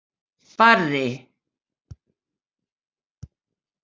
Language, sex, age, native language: Icelandic, female, 70-79, Icelandic